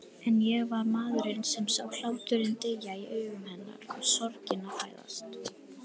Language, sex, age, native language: Icelandic, female, 18-19, Icelandic